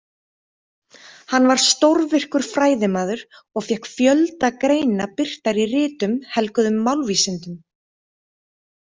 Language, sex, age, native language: Icelandic, female, 30-39, Icelandic